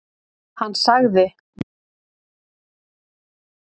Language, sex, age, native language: Icelandic, female, 30-39, Icelandic